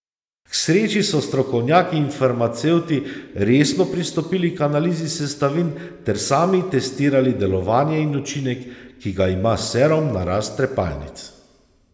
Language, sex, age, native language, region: Slovenian, male, 30-49, Slovenian, Savinja region